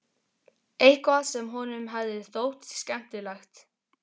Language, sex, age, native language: Icelandic, male, 12, Icelandic